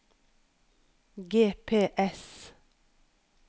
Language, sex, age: Norwegian, female, 51